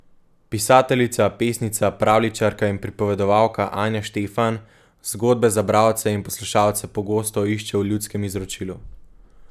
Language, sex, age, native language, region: Slovenian, male, 18-29, Slovenian, Gorenjska region